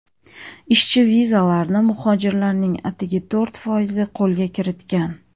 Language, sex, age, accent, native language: Uzbek, female, 30-39, Andijon, Uzbek